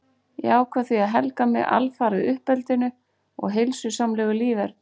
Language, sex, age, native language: Icelandic, female, 40-49, Icelandic